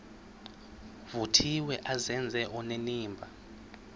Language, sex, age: Xhosa, male, 20